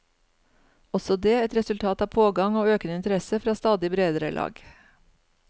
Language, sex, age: Norwegian, female, 49